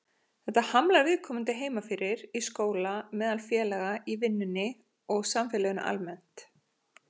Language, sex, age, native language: Icelandic, female, 40-49, Icelandic